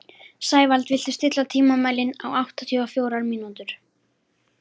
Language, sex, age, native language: Icelandic, female, 13, Icelandic